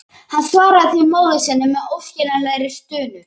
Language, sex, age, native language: Icelandic, male, 11, Icelandic